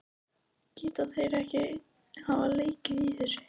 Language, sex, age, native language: Icelandic, female, 13, Icelandic